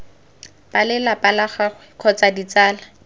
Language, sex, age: Tswana, female, 19